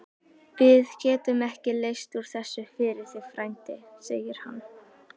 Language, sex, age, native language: Icelandic, female, 18-19, Icelandic